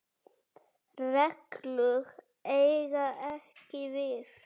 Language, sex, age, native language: Icelandic, male, 7, Icelandic